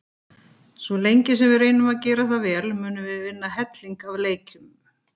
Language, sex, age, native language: Icelandic, female, 50-59, Icelandic